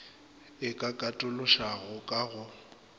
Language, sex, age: Northern Sotho, male, 25